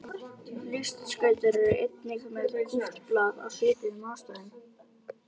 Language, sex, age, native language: Icelandic, male, 18-19, Icelandic